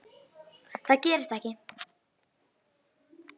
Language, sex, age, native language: Icelandic, female, 10, Icelandic